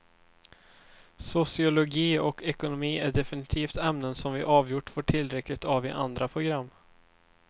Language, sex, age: Swedish, male, 24